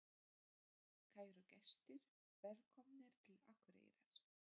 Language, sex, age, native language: Icelandic, female, 30-39, Polish